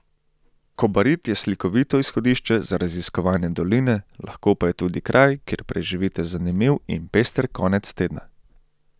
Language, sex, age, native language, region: Slovenian, male, 18-29, Slovenian, Central Slovenia